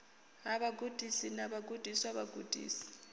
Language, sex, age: Venda, female, 22